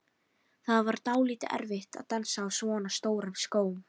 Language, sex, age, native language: Icelandic, female, 13, Icelandic